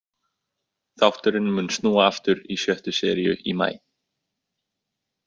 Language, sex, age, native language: Icelandic, male, 18-19, Icelandic